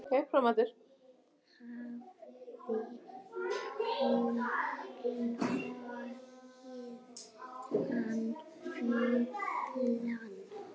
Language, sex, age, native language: Icelandic, female, 7, Icelandic